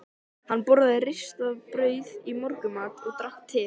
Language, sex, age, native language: Icelandic, male, 13, Icelandic